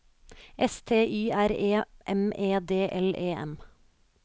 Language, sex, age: Norwegian, female, 29